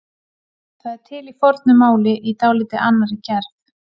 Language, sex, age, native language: Icelandic, female, 40-49, Icelandic